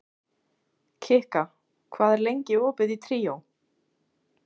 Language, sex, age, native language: Icelandic, female, 16, Icelandic